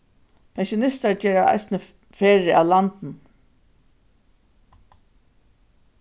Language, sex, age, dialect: Faroese, female, 36-60, Suðurstreymoy